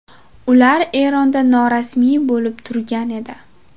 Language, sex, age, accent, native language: Uzbek, female, under 19, Navoiy, Uzbek